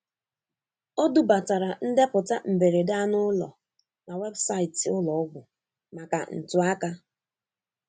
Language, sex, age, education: Igbo, female, 15-29, tertiary